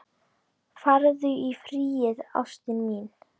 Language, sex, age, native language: Icelandic, female, 10, Icelandic